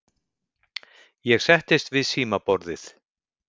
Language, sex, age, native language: Icelandic, male, 50-59, Icelandic